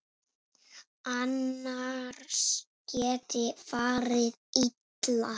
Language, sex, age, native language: Icelandic, female, 6, Icelandic